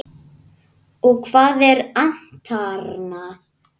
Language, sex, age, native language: Icelandic, male, 9, Icelandic